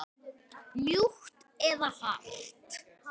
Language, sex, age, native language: Icelandic, male, 10, Icelandic